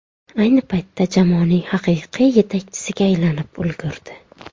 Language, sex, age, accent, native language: Uzbek, female, 18-24, Jizzax, Uzbek